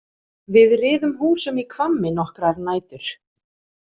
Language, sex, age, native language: Icelandic, female, 30-39, Icelandic